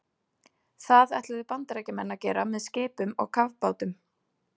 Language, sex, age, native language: Icelandic, female, 30-39, Icelandic